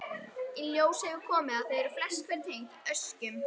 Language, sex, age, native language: Icelandic, female, 18-19, Icelandic